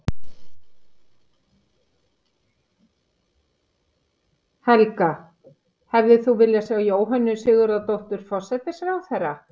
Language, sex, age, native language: Icelandic, female, 50-59, Icelandic